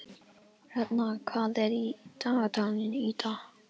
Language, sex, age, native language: Icelandic, male, 11, Icelandic